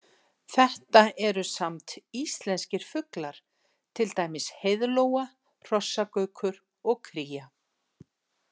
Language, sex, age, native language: Icelandic, female, 60-69, Icelandic